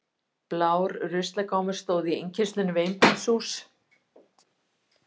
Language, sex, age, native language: Icelandic, female, 50-59, Icelandic